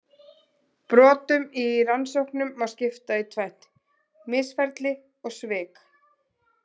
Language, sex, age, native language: Icelandic, female, 20-29, Icelandic